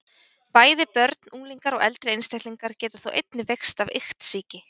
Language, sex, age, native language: Icelandic, female, 20-29, Icelandic